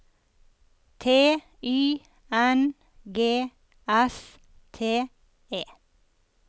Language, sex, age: Norwegian, female, 54